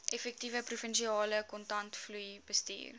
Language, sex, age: Afrikaans, female, 19